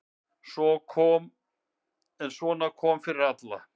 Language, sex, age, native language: Icelandic, male, 50-59, Icelandic